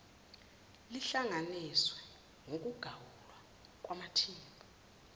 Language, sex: Zulu, female